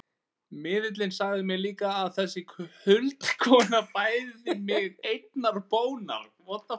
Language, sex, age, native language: Icelandic, female, 20-29, Icelandic